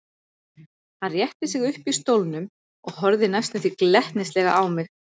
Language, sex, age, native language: Icelandic, female, 40-49, Icelandic